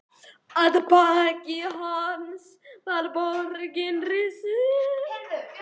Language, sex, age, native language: Icelandic, male, 11, Icelandic